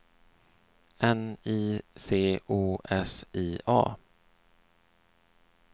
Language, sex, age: Swedish, male, 39